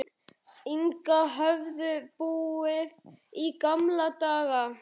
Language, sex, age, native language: Icelandic, male, 11, Icelandic